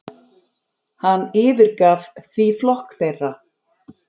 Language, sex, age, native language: Icelandic, female, 40-49, Icelandic